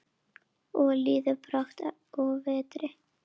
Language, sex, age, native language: Icelandic, female, 9, Icelandic